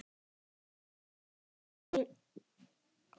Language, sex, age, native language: Icelandic, male, 10, Icelandic